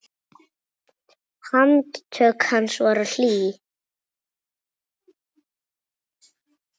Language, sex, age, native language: Icelandic, female, 7, Icelandic